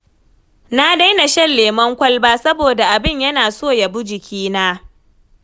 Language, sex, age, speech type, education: Hausa, female, 15-29, read, tertiary